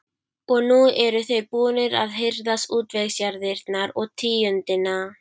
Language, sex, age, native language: Icelandic, female, 12, Icelandic